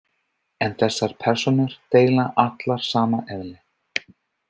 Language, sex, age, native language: Icelandic, male, 30-39, English